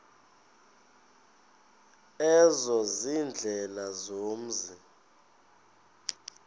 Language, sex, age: Xhosa, male, 23